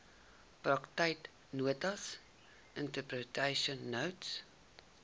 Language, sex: Afrikaans, female